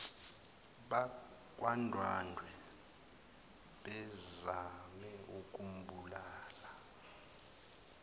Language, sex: Zulu, male